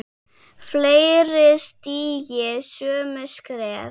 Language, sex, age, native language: Icelandic, female, 7, Icelandic